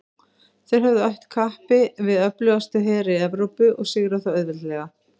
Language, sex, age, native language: Icelandic, female, 50-59, Icelandic